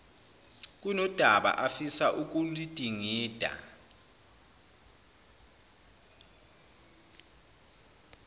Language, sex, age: Zulu, male, 29